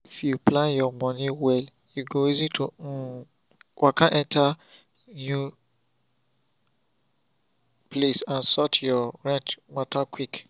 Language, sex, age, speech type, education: Nigerian Pidgin, male, 30-45, spontaneous, tertiary